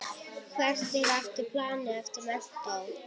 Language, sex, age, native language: Icelandic, female, 9, Icelandic